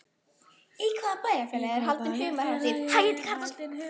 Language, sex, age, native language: Icelandic, female, 18-19, Icelandic